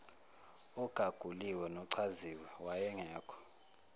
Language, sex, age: Zulu, male, 19